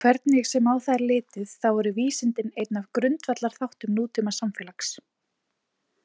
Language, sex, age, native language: Icelandic, female, 20-29, Icelandic